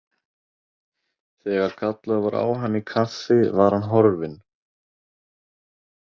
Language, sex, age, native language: Icelandic, male, 20-29, Icelandic